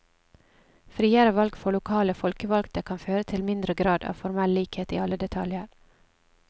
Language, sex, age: Norwegian, female, 27